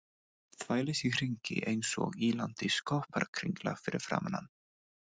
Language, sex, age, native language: Icelandic, male, 20-29, English